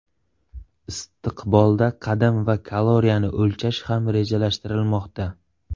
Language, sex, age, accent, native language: Uzbek, male, 18-24, Surxondaryo, Uzbek